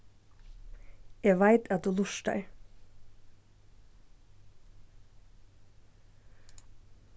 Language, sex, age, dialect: Faroese, female, 15-35, Suðurstreymoy